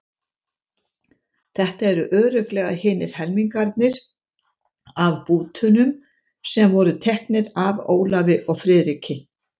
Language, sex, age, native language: Icelandic, female, 70-79, Icelandic